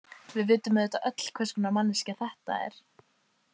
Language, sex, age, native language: Icelandic, female, 18-19, Icelandic